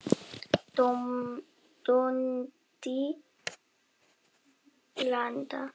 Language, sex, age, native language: Icelandic, female, 7, Icelandic